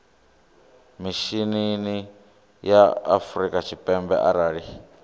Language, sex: Venda, male